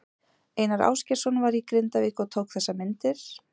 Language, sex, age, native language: Icelandic, female, 40-49, Icelandic